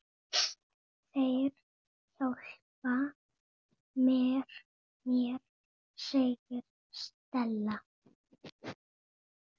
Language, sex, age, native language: Icelandic, female, 8, Spanish